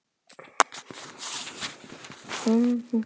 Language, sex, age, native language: Icelandic, male, 12, Icelandic